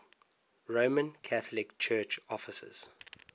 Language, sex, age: English, male, 19